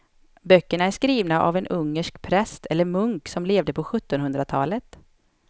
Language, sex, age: Swedish, female, 31